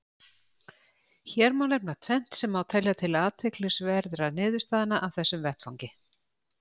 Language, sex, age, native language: Icelandic, female, 60-69, Icelandic